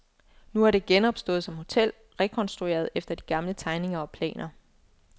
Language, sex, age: Danish, female, 24